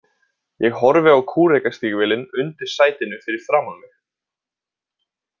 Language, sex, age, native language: Icelandic, male, 20-29, Icelandic